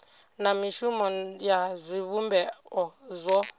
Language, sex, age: Venda, female, 22